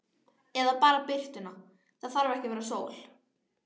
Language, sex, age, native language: Icelandic, female, 12, Icelandic